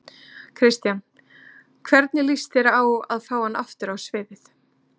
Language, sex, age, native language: Icelandic, female, 30-39, Icelandic